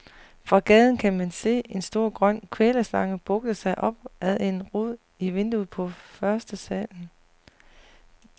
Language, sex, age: Danish, female, 40